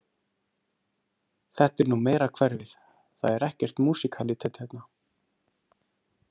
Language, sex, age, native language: Icelandic, male, 30-39, Icelandic